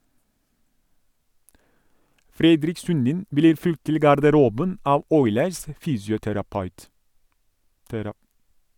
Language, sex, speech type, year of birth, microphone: Norwegian, male, read, 1982, Sennheiser